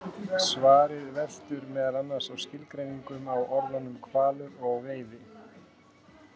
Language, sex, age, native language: Icelandic, male, 50-59, Icelandic